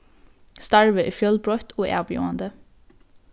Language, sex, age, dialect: Faroese, female, 15-35, Norðurstreymoy/Eysturoy